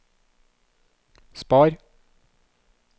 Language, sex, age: Norwegian, male, 36